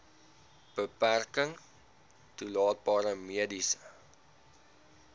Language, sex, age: Afrikaans, male, 19